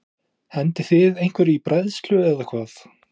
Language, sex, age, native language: Icelandic, male, 20-29, Icelandic